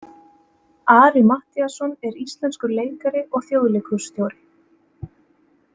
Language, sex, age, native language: Icelandic, female, 30-39, Icelandic